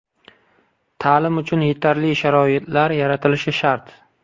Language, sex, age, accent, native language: Uzbek, male, 25-34, Qashqadaryo, Uzbek